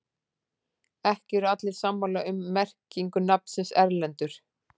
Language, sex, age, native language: Icelandic, female, 40-49, Icelandic